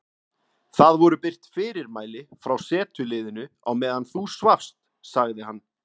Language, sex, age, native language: Icelandic, male, 30-39, Icelandic